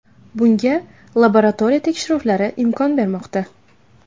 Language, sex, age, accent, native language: Uzbek, female, 19-29, Navoiy, Uzbek